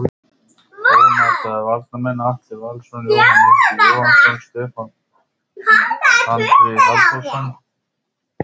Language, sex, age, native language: Icelandic, male, 50-59, Icelandic